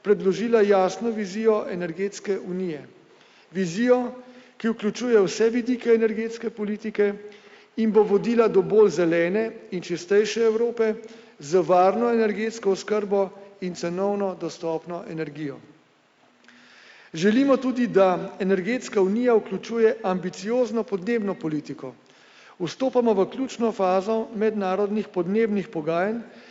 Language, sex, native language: Slovenian, male, Slovenian